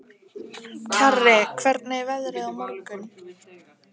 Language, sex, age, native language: Icelandic, female, 15, Icelandic